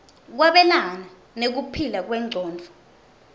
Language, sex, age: Swati, female, 20